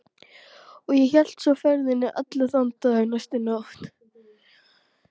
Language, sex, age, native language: Icelandic, female, 12, Icelandic